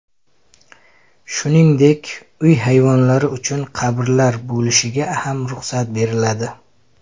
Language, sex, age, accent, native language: Uzbek, male, 25-34, Samarqand, Uzbek